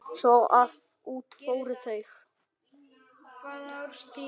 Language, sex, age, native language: Icelandic, male, 9, Icelandic